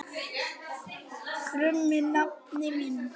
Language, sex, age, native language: Icelandic, other, 10, Icelandic